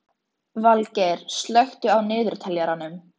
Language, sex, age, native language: Icelandic, female, 13, Icelandic